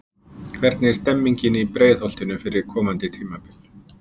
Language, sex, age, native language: Icelandic, male, 50-59, Icelandic